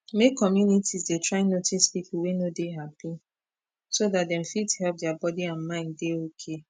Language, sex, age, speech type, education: Nigerian Pidgin, female, 15-29, spontaneous, tertiary